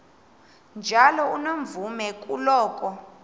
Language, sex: Xhosa, female